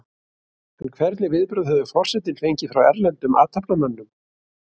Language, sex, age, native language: Icelandic, male, 60-69, Icelandic